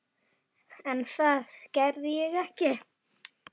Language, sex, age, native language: Icelandic, female, 11, Icelandic